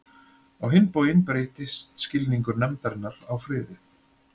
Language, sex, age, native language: Icelandic, male, 40-49, Icelandic